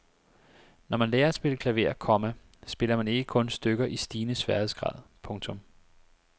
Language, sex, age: Danish, male, 25